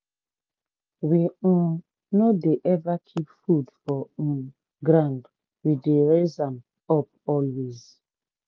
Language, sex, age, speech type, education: Nigerian Pidgin, female, 30-45, spontaneous, tertiary